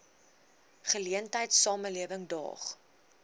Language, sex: Afrikaans, female